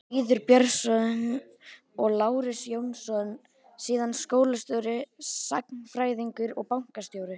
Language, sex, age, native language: Icelandic, male, 13, Icelandic